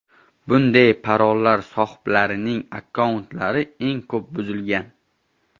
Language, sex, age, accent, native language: Uzbek, male, 18-24, Qashqadaryo, Uzbek